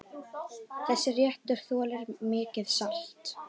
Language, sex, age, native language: Icelandic, female, 10, Icelandic